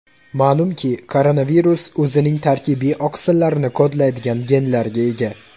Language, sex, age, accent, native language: Uzbek, male, 18-24, Toshkent shahri, Uzbek